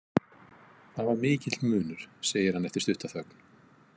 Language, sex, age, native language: Icelandic, male, 50-59, Icelandic